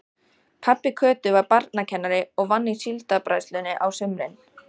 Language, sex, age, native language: Icelandic, female, 14, Icelandic